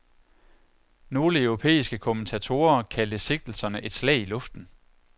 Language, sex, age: Danish, male, 41